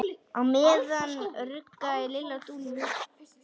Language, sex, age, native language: Icelandic, male, 10, Icelandic